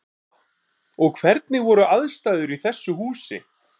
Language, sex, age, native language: Icelandic, male, 30-39, Icelandic